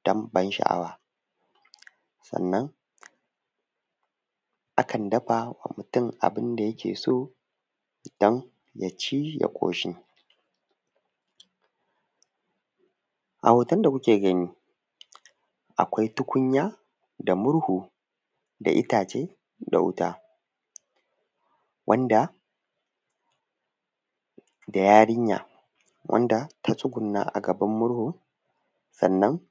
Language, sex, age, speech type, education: Hausa, male, 15-29, spontaneous, tertiary